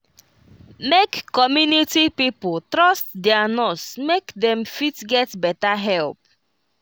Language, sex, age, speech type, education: Nigerian Pidgin, female, 15-29, spontaneous, tertiary